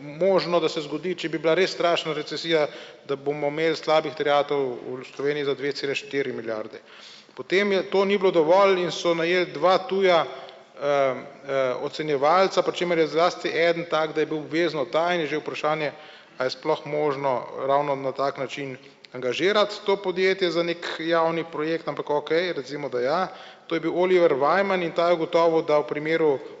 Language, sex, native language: Slovenian, male, Slovenian